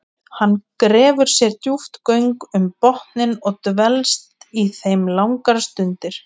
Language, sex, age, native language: Icelandic, female, 20-29, Icelandic